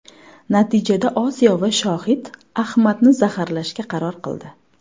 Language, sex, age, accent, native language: Uzbek, female, 19-29, Farg'ona, Uzbek